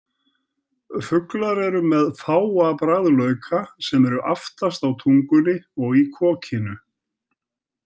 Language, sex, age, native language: Icelandic, male, 70-79, Icelandic